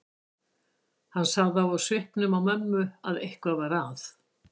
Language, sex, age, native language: Icelandic, female, 60-69, Icelandic